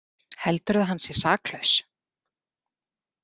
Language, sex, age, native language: Icelandic, female, 40-49, Icelandic